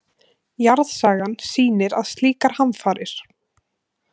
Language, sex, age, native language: Icelandic, female, 18-19, Icelandic